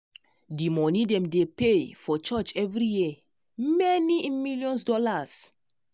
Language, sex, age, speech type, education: Nigerian Pidgin, female, 15-29, spontaneous, tertiary